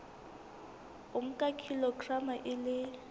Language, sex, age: Southern Sotho, female, 19